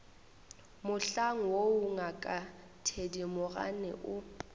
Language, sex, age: Northern Sotho, female, 21